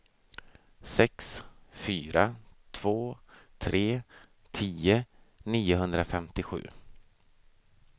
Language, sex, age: Swedish, male, 32